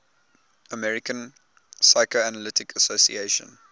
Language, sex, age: English, male, 20